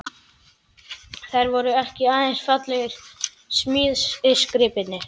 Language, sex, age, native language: Icelandic, male, 11, Icelandic